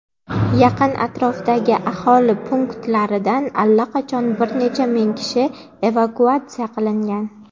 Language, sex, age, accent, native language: Uzbek, female, 18-24, Andijon, Uzbek